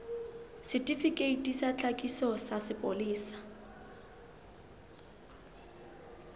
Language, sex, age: Southern Sotho, female, 22